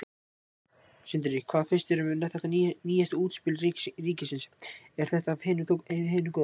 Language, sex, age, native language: Icelandic, male, 18-19, Icelandic